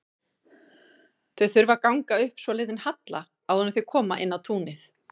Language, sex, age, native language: Icelandic, female, 40-49, Icelandic